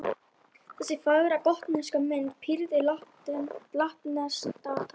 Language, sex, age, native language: Icelandic, female, 11, Icelandic